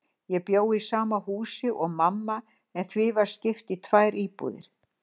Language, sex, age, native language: Icelandic, female, 60-69, Icelandic